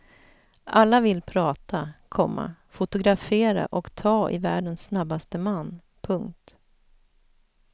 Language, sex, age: Swedish, female, 41